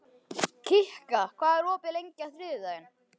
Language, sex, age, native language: Icelandic, male, 11, Icelandic